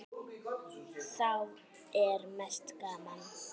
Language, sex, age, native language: Icelandic, female, 9, Icelandic